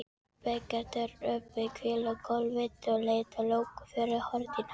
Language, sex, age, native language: Icelandic, female, 13, Filipino